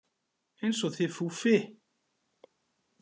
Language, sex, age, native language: Icelandic, male, 40-49, Icelandic